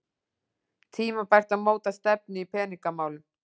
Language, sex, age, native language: Icelandic, female, 40-49, Icelandic